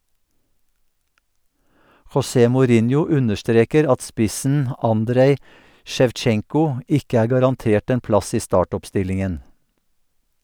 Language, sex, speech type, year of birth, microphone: Norwegian, male, read, 1952, Sennheiser